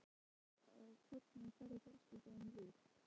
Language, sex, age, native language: Icelandic, female, 12, Icelandic